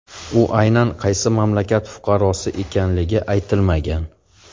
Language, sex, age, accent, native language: Uzbek, male, 35+, Farg'ona, Uzbek